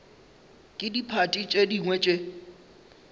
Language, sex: Northern Sotho, male